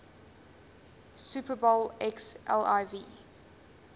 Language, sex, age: English, female, 20